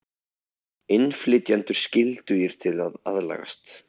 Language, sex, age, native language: Icelandic, male, 30-39, Icelandic